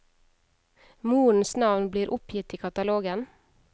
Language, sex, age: Norwegian, female, 31